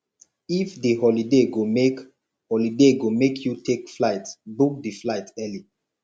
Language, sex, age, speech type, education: Nigerian Pidgin, male, 15-29, spontaneous, tertiary